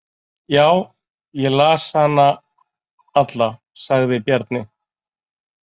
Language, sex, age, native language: Icelandic, male, 40-49, Icelandic